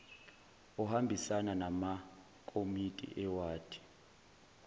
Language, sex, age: Zulu, male, 20